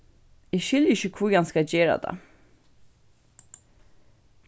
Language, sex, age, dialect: Faroese, female, 15-35, Vágar